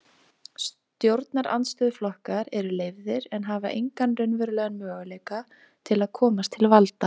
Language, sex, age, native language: Icelandic, female, 20-29, Icelandic